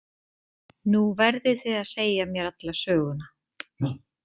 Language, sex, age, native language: Icelandic, female, 30-39, Icelandic